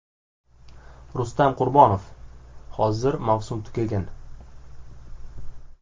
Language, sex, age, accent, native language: Uzbek, male, 18-24, Samarqand, Uzbek